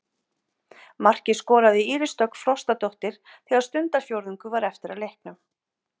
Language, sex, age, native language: Icelandic, female, 50-59, Icelandic